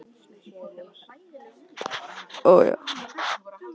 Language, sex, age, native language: Icelandic, male, 18-19, Icelandic